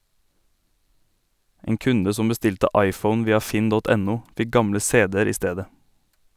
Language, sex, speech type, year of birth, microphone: Norwegian, male, read, 1989, Sennheiser